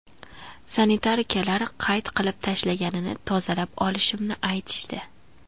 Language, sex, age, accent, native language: Uzbek, female, 18-24, Andijon, Uzbek